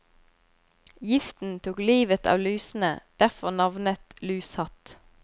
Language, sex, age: Norwegian, female, 25